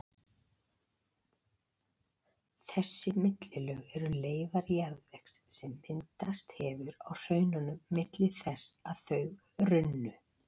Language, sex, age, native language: Icelandic, female, 40-49, Icelandic